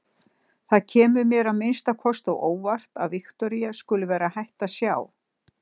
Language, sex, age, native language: Icelandic, female, 60-69, Icelandic